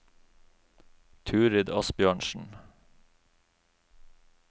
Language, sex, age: Norwegian, male, 36